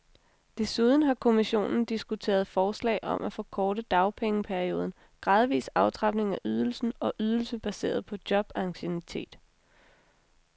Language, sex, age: Danish, female, 26